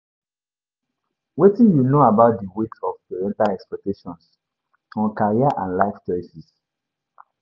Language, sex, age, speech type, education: Nigerian Pidgin, male, 15-29, spontaneous, tertiary